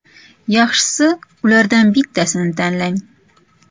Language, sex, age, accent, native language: Uzbek, female, 35+, Toshkent shahri, Uzbek